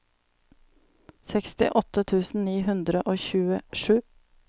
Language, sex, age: Norwegian, female, 35